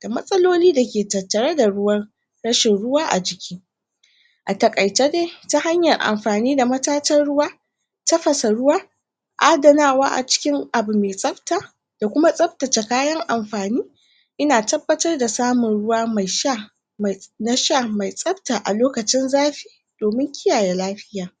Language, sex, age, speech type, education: Hausa, female, 60+, spontaneous, tertiary